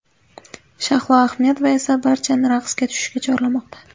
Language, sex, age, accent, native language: Uzbek, female, 18-24, Sirdaryo, Uzbek